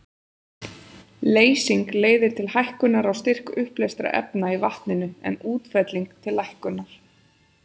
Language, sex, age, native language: Icelandic, female, 30-39, Icelandic